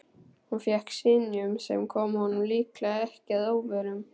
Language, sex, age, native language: Icelandic, male, 12, Icelandic